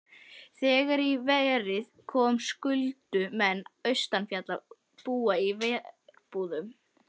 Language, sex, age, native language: Icelandic, female, 11, Icelandic